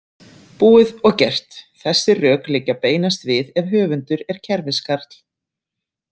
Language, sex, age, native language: Icelandic, female, 30-39, Icelandic